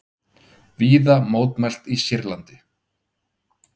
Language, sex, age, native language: Icelandic, male, 30-39, Icelandic